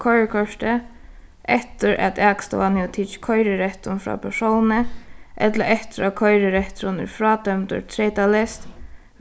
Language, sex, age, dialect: Faroese, female, 15-35, Suðuroy